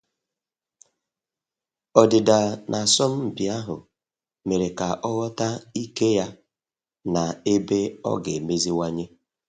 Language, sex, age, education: Igbo, male, 46-60, tertiary